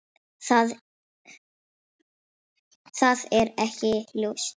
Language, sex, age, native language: Icelandic, female, 6, Icelandic